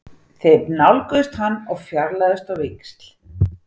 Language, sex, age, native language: Icelandic, female, 40-49, Icelandic